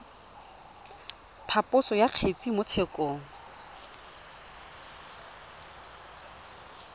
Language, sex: Tswana, female